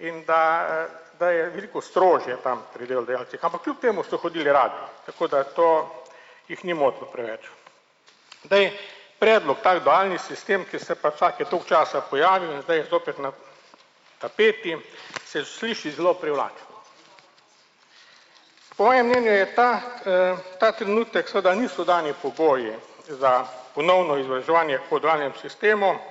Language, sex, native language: Slovenian, male, Slovenian